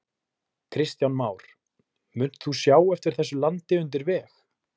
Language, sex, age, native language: Icelandic, male, 20-29, Icelandic